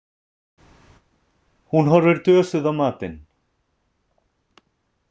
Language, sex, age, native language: Icelandic, male, 30-39, Icelandic